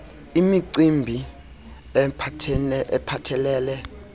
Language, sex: Xhosa, male